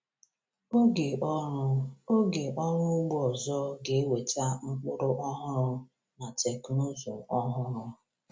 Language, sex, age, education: Igbo, female, 30-45, tertiary